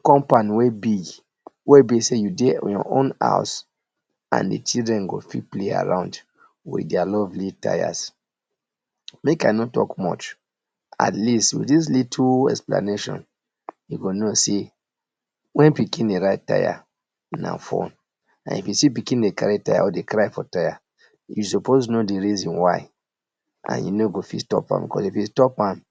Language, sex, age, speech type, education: Nigerian Pidgin, male, 30-45, spontaneous, tertiary